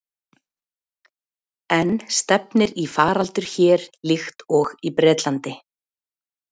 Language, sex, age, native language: Icelandic, female, 40-49, Icelandic